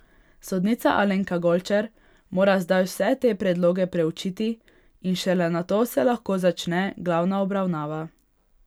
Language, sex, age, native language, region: Slovenian, female, 18-29, Hungarian, Pomurje region